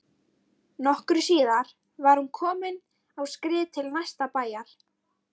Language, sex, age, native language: Icelandic, female, 13, Icelandic